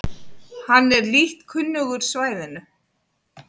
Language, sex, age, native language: Icelandic, female, 50-59, Icelandic